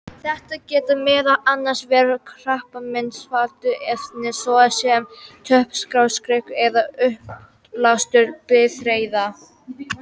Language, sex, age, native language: Icelandic, female, 18-19, Icelandic